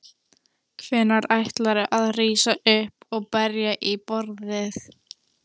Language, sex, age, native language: Icelandic, female, 13, Icelandic